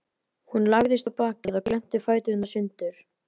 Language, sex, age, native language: Icelandic, male, 11, Icelandic